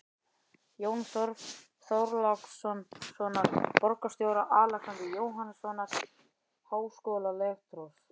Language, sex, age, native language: Icelandic, male, 11, Icelandic